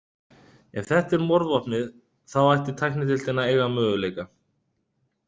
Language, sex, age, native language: Icelandic, male, 30-39, Icelandic